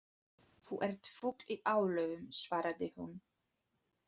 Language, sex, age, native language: Icelandic, female, 30-39, Polish